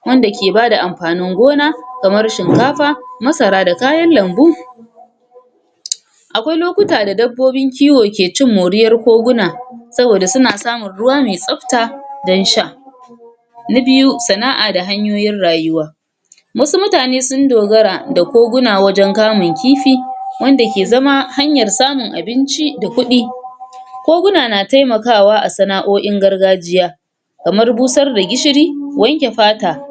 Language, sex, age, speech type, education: Hausa, female, 46-60, spontaneous, tertiary